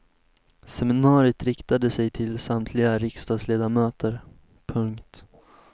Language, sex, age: Swedish, male, 19